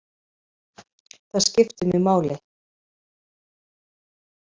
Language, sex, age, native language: Icelandic, female, 50-59, Icelandic